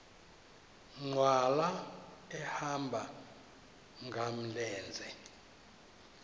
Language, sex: Xhosa, male